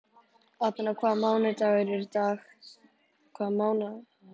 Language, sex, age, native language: Icelandic, male, 11, Icelandic